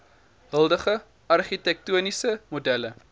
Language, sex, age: Afrikaans, male, 19